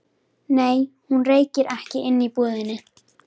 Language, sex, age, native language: Icelandic, female, 13, Icelandic